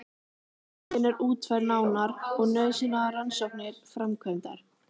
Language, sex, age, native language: Icelandic, female, 18-19, Icelandic